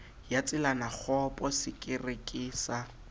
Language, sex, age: Southern Sotho, male, 20